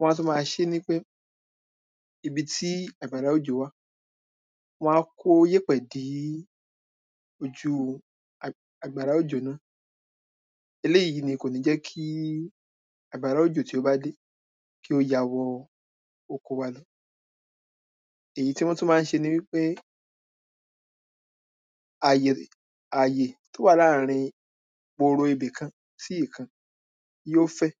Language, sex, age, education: Yoruba, male, 30-45, secondary